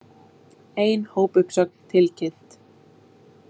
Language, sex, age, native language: Icelandic, female, 20-29, Icelandic